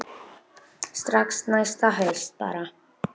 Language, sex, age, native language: Icelandic, male, 9, Icelandic